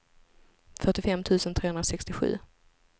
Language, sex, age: Swedish, female, 25